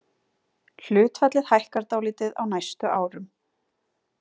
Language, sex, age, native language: Icelandic, female, 30-39, Icelandic